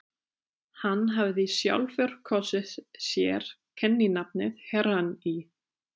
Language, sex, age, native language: Icelandic, female, 30-39, German